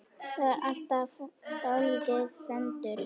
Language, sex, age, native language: Icelandic, female, 10, Icelandic